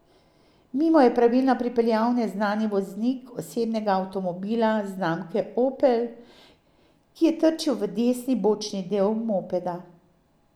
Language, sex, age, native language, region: Slovenian, female, 50-59, Slovenian, Drava region